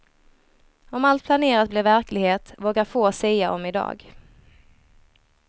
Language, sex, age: Swedish, female, 23